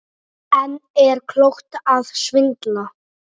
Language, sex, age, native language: Icelandic, male, 9, Icelandic